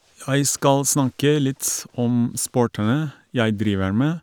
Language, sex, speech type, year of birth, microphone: Norwegian, male, spontaneous, 1982, Shure